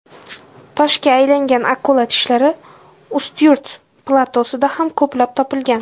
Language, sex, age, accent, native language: Uzbek, female, under 19, Jizzax, Uzbek